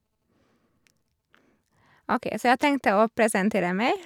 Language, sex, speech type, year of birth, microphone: Norwegian, female, spontaneous, 1991, Shure